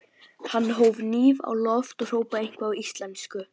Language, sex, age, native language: Icelandic, male, 12, Icelandic